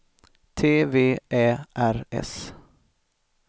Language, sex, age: Swedish, male, 25